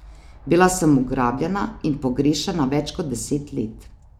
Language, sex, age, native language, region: Slovenian, female, 30-49, Slovenian, Savinja region